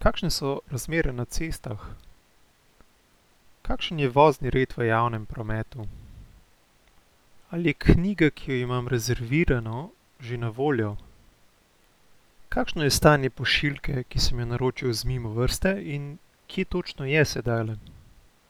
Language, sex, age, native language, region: Slovenian, male, 18-29, Slovenian, Central Slovenia